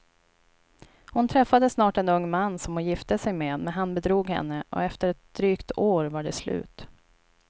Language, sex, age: Swedish, female, 29